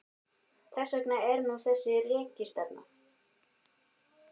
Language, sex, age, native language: Icelandic, male, 12, Icelandic